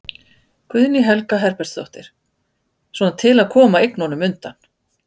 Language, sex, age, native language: Icelandic, female, 50-59, Icelandic